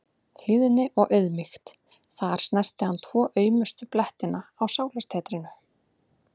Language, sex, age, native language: Icelandic, female, 30-39, Icelandic